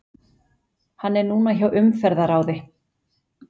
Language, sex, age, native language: Icelandic, female, 40-49, Icelandic